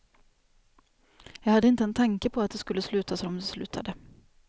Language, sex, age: Swedish, female, 28